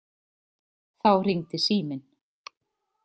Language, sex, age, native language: Icelandic, female, 30-39, Icelandic